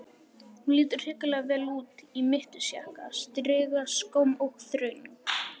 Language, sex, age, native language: Icelandic, male, 11, Icelandic